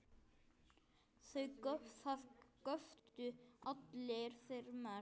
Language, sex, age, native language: Icelandic, male, 9, Icelandic